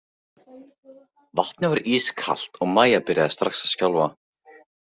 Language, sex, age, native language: Icelandic, male, 15, Icelandic